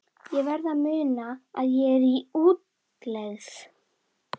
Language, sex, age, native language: Icelandic, female, 11, Icelandic